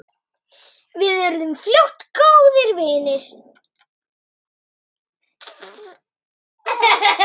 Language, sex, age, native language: Icelandic, female, 9, Icelandic